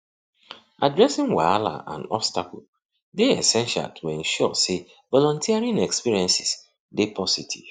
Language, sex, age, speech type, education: Nigerian Pidgin, male, 30-45, spontaneous, tertiary